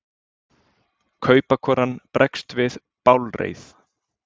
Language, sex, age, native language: Icelandic, male, 20-29, Icelandic